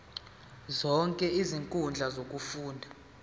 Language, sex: Zulu, male